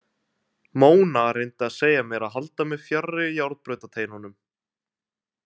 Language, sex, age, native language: Icelandic, male, 20-29, Icelandic